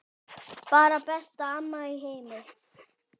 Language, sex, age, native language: Icelandic, male, 10, Icelandic